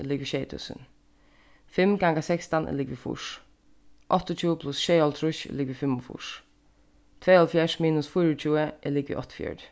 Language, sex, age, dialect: Faroese, female, 15-35, Suðurstreymoy